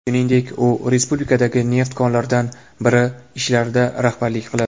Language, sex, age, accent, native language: Uzbek, male, 18-24, Toshkent shahri, Uzbek